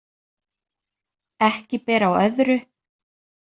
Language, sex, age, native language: Icelandic, female, 30-39, Icelandic